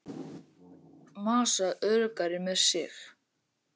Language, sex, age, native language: Icelandic, male, 18-19, Icelandic